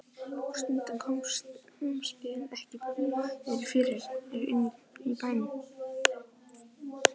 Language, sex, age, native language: Icelandic, male, 11, Icelandic